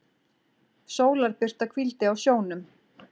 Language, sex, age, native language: Icelandic, female, 40-49, Icelandic